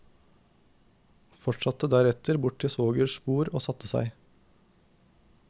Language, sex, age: Norwegian, male, 19